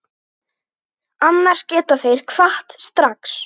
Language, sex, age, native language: Icelandic, female, 9, Icelandic